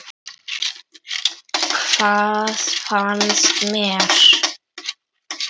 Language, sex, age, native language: Icelandic, male, 9, Icelandic